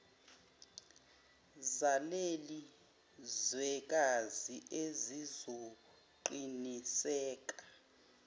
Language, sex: Zulu, female